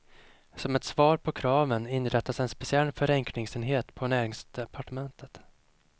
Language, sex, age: Swedish, male, 25